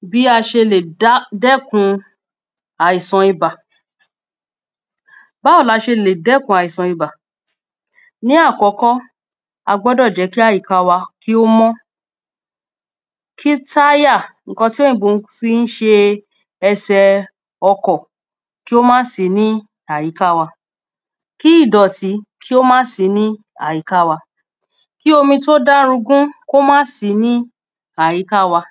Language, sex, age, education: Yoruba, female, 30-45, tertiary